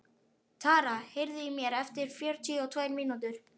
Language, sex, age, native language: Icelandic, male, 11, Icelandic